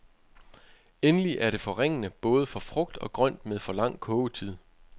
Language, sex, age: Danish, male, 25